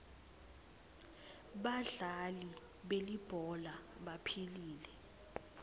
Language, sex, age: Swati, female, 20